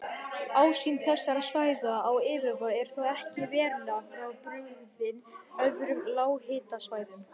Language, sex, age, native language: Icelandic, male, 18-19, Icelandic